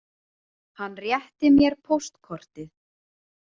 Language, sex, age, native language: Icelandic, female, 30-39, Icelandic